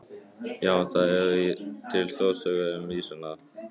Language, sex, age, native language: Icelandic, male, 18-19, Icelandic